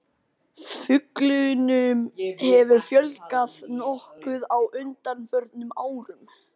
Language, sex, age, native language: Icelandic, male, 18-19, Icelandic